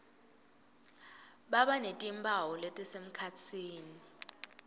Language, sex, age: Swati, female, 19